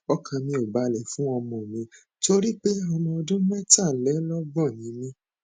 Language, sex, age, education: Yoruba, male, 15-29, tertiary